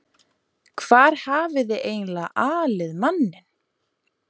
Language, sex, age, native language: Icelandic, female, 20-29, Icelandic